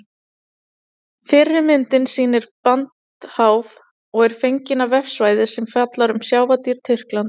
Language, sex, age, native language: Icelandic, female, 30-39, Icelandic